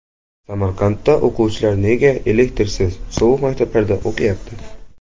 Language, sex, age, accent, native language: Uzbek, male, under 19, Jizzax, Uzbek